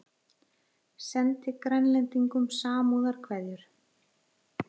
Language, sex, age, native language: Icelandic, female, 40-49, Icelandic